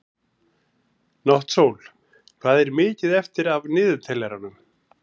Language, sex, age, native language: Icelandic, male, 40-49, Icelandic